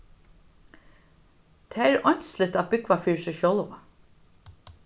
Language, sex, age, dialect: Faroese, female, 61+, Norðurstreymoy/Eysturoy